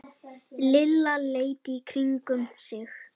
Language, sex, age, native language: Icelandic, male, 9, Icelandic